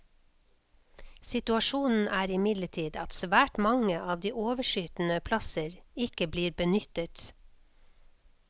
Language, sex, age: Norwegian, female, 56